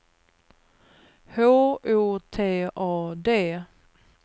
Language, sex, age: Swedish, female, 39